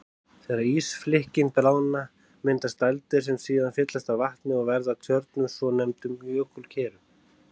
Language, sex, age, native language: Icelandic, male, 30-39, Icelandic